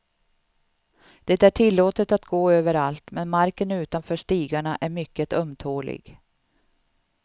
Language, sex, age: Swedish, female, 52